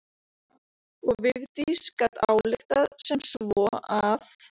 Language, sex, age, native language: Icelandic, female, 30-39, Icelandic